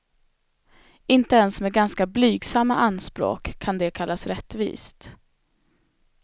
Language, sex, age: Swedish, female, 25